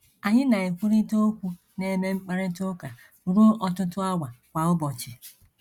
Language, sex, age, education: Igbo, female, 46-60, tertiary